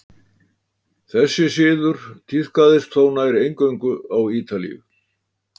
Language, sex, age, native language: Icelandic, male, 80-89, Icelandic